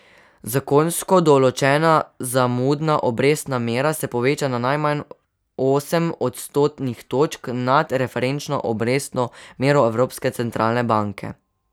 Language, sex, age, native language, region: Slovenian, male, 12-17, Slovenian, Savinja region